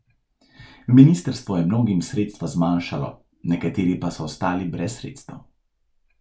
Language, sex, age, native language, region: Slovenian, male, 18-29, Slovenian, Central Slovenia